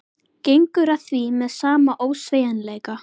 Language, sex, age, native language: Icelandic, female, 11, Icelandic